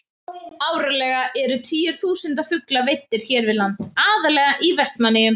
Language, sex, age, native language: Icelandic, female, 30-39, Icelandic